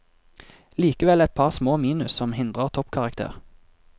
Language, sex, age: Norwegian, male, 24